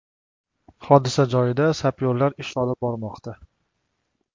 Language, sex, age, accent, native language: Uzbek, male, 25-34, Toshkent shahri, Uzbek